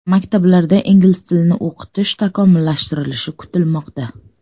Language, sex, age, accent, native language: Uzbek, female, 35+, Samarqand, Uzbek